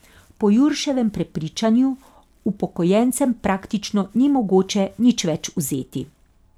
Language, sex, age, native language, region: Slovenian, female, 50-59, Slovenian, Carinthia region